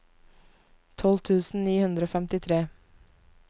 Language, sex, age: Norwegian, female, 19